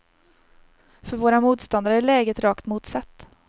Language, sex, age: Swedish, female, 30